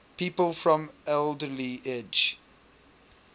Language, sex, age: English, male, 22